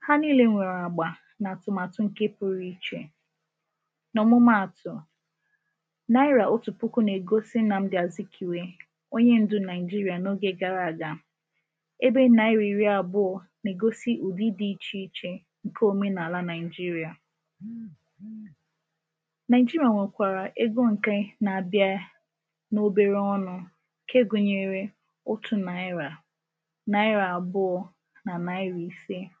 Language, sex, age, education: Igbo, female, 15-29, tertiary